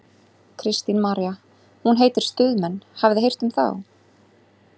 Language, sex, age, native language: Icelandic, female, 30-39, Icelandic